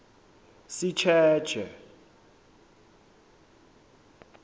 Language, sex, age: South Ndebele, male, 23